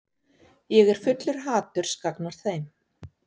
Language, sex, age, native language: Icelandic, female, 40-49, Icelandic